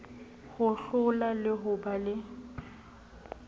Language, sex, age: Southern Sotho, female, 35